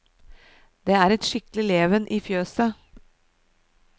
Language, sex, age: Norwegian, female, 37